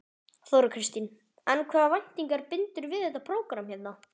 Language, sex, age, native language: Icelandic, male, 12, Icelandic